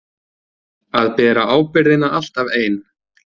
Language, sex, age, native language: Icelandic, male, 20-29, Icelandic